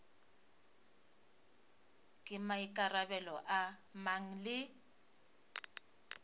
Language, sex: Northern Sotho, female